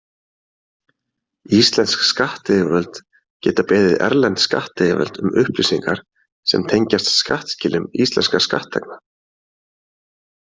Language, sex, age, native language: Icelandic, male, 40-49, Icelandic